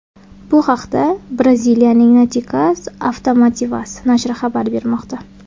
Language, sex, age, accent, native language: Uzbek, female, 19-29, Samarqand, Uzbek